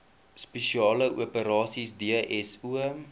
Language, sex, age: Afrikaans, male, 19